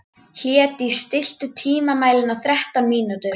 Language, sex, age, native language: Icelandic, female, 11, Icelandic